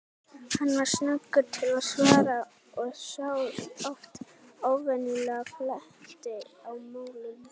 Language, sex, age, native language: Icelandic, female, 18-19, Icelandic